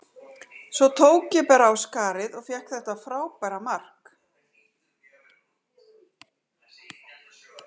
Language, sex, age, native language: Icelandic, female, 60-69, Icelandic